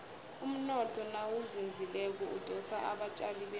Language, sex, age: South Ndebele, female, 22